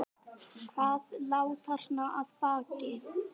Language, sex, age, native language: Icelandic, male, 10, Icelandic